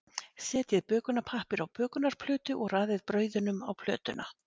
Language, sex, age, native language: Icelandic, female, 50-59, Icelandic